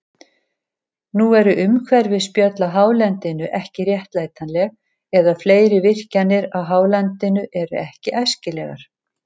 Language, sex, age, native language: Icelandic, female, 70-79, Icelandic